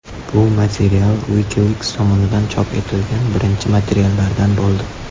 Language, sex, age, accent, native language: Uzbek, male, under 19, Toshkent shahri, Uzbek